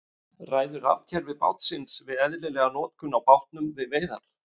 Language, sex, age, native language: Icelandic, male, 50-59, Icelandic